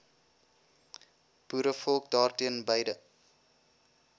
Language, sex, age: Afrikaans, male, 21